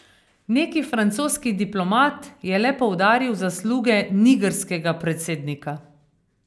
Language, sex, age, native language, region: Slovenian, female, 50-59, Slovenian, Carinthia region